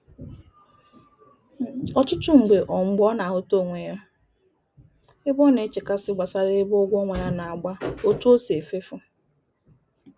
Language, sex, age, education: Igbo, female, 30-45, tertiary